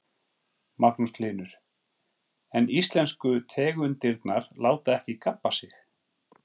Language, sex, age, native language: Icelandic, male, 40-49, Icelandic